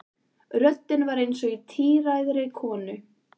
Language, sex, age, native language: Icelandic, female, 14, Icelandic